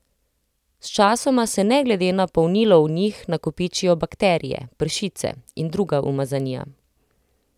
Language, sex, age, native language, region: Slovenian, female, 30-49, Slovenian, Central Slovenia